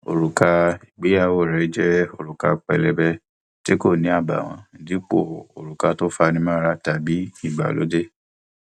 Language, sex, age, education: Yoruba, male, 15-29, tertiary